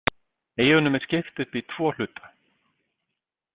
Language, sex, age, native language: Icelandic, male, 50-59, Icelandic